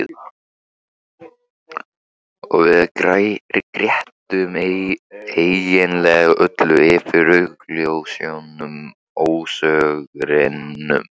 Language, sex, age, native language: Icelandic, male, 15, Icelandic